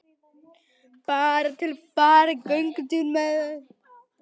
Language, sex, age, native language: Icelandic, female, 11, Icelandic